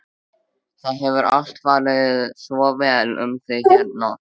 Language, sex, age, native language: Icelandic, male, 13, Icelandic